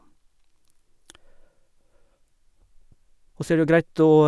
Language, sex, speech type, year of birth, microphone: Norwegian, male, spontaneous, 1956, Sennheiser